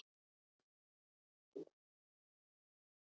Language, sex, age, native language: Icelandic, female, 8, Icelandic